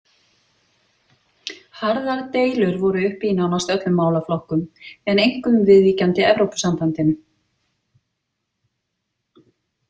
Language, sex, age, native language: Icelandic, female, 50-59, Icelandic